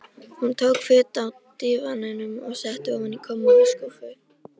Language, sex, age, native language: Icelandic, female, 13, Icelandic